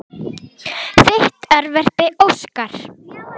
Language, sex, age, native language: Icelandic, female, 10, Icelandic